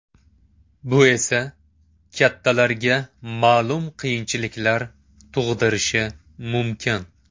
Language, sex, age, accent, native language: Uzbek, male, 18-24, Toshkent shahri, Uzbek